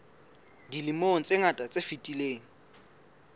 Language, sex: Southern Sotho, female